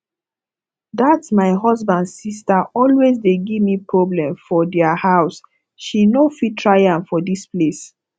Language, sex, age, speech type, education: Nigerian Pidgin, female, 15-29, spontaneous, tertiary